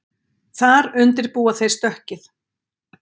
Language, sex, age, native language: Icelandic, female, 60-69, Icelandic